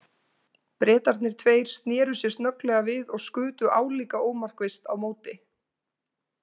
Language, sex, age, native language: Icelandic, female, 20-29, Icelandic